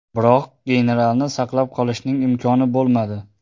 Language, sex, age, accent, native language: Uzbek, male, 18-24, Xorazm, Uzbek